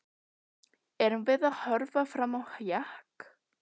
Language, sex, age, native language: Icelandic, other, 12, Icelandic